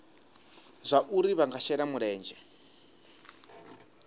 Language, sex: Venda, male